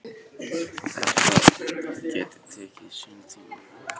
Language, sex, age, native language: Icelandic, male, 14, Icelandic